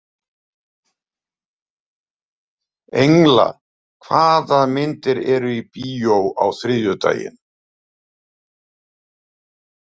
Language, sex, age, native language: Icelandic, male, 70-79, Icelandic